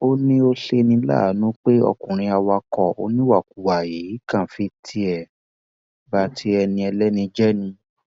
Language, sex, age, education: Yoruba, male, 15-29, tertiary